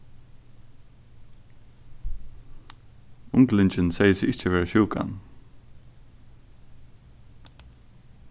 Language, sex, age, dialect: Faroese, male, 15-35, Suðurstreymoy